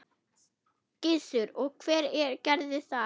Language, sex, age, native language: Icelandic, female, 8, German